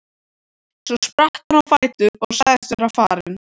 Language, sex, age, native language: Icelandic, other, 13, Icelandic